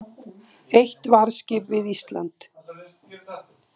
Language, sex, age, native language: Icelandic, female, 60-69, Icelandic